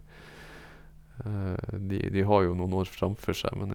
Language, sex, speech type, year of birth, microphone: Norwegian, male, spontaneous, 1972, Sennheiser